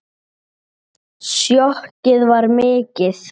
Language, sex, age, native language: Icelandic, male, 8, Icelandic